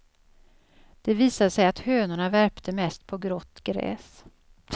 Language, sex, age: Swedish, female, 56